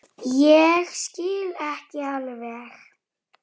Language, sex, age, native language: Icelandic, female, 10, Icelandic